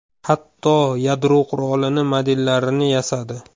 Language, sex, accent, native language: Uzbek, male, Farg'ona, Uzbek